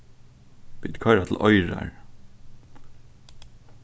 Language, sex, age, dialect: Faroese, male, 15-35, Suðurstreymoy